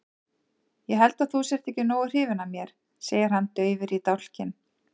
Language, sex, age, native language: Icelandic, female, 40-49, Icelandic